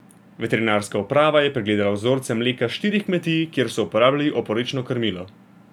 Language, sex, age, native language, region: Slovenian, male, 18-29, Slovenian, Gorenjska region